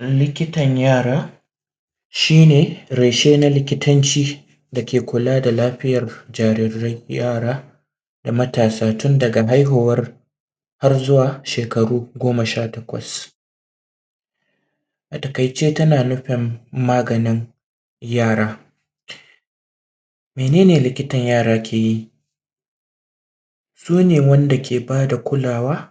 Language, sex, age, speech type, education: Hausa, male, 30-45, spontaneous, primary